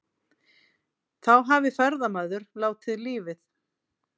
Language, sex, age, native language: Icelandic, female, 40-49, Icelandic